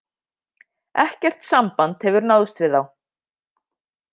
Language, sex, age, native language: Icelandic, female, 50-59, Icelandic